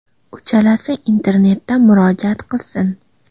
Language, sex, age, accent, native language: Uzbek, female, 19-29, Xorazm, Uzbek